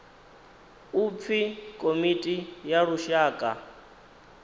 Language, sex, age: Venda, male, 19